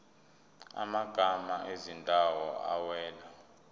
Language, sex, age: Zulu, male, 22